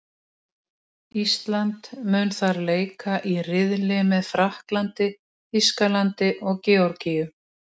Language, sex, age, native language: Icelandic, female, 60-69, Icelandic